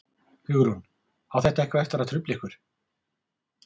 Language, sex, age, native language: Icelandic, male, 40-49, Icelandic